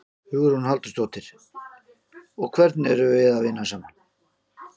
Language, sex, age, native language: Icelandic, male, 50-59, Icelandic